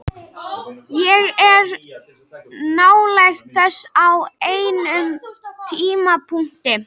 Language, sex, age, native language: Icelandic, female, 18-19, Icelandic